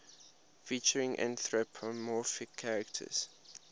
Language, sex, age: English, male, 21